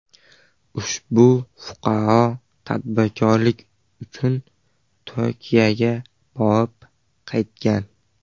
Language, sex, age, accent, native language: Uzbek, male, 12-17, Farg'ona, Uzbek